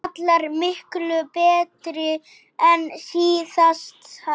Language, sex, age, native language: Icelandic, male, 9, Icelandic